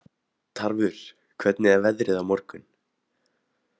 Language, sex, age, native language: Icelandic, male, 18-19, Icelandic